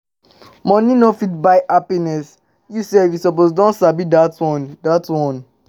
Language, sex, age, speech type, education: Nigerian Pidgin, male, 15-29, spontaneous, tertiary